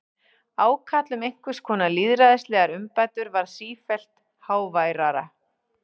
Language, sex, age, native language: Icelandic, female, 40-49, Icelandic